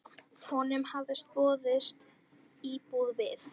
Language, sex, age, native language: Icelandic, female, 10, Icelandic